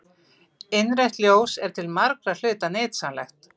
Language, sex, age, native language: Icelandic, female, 50-59, Icelandic